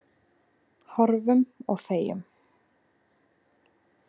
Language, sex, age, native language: Icelandic, female, 20-29, Icelandic